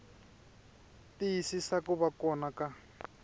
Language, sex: Tsonga, male